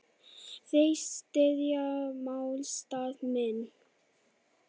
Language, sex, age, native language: Icelandic, male, 8, Icelandic